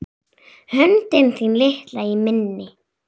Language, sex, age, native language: Icelandic, female, 7, Icelandic